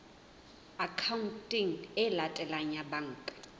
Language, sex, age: Southern Sotho, female, 20